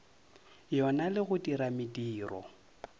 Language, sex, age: Northern Sotho, male, 30